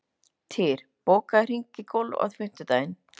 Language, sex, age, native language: Icelandic, other, 30-39, Icelandic